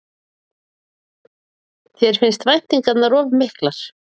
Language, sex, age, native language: Icelandic, female, 40-49, Icelandic